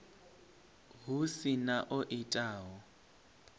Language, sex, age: Venda, male, 25